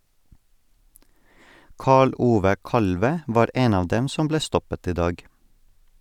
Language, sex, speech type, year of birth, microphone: Norwegian, male, read, 1984, Sennheiser